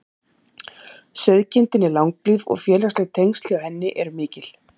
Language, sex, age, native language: Icelandic, female, 40-49, Icelandic